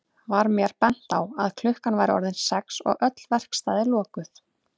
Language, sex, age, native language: Icelandic, female, 30-39, Icelandic